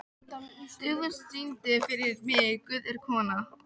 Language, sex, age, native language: Icelandic, female, 12, Icelandic